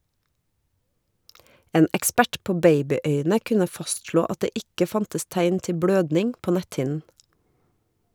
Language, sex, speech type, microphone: Norwegian, female, read, Shure